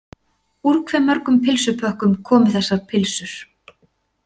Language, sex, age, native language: Icelandic, female, 40-49, Icelandic